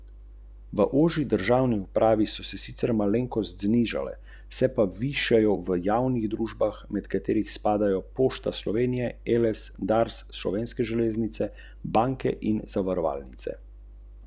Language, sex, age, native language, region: Slovenian, male, 30-49, Slovenian, Central Slovenia